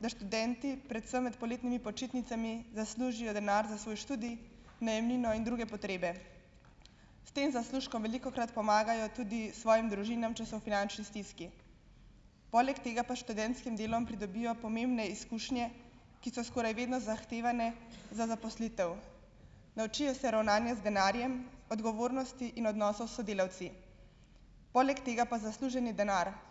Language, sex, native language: Slovenian, female, Slovenian